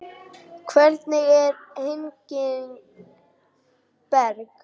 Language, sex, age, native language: Icelandic, female, 9, Icelandic